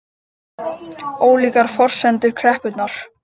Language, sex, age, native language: Icelandic, female, 50-59, Icelandic